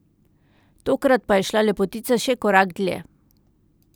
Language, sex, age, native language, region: Slovenian, female, 30-49, Slovenian, Central Slovenia